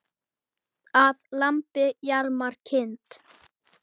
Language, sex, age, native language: Icelandic, male, 8, Icelandic